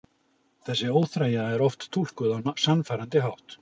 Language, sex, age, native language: Icelandic, male, 60-69, Icelandic